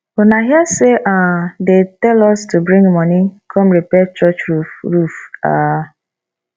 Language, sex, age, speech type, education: Nigerian Pidgin, female, 15-29, spontaneous, tertiary